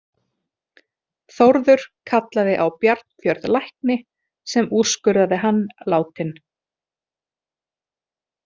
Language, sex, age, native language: Icelandic, female, 40-49, Icelandic